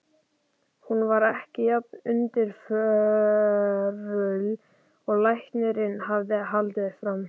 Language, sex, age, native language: Icelandic, male, 11, Icelandic